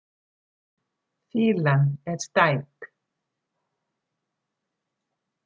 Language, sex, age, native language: Icelandic, female, 70-79, Icelandic